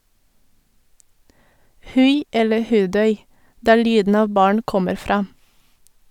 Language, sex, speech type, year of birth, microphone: Norwegian, female, read, 1984, Sennheiser